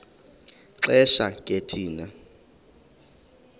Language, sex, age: Xhosa, male, 31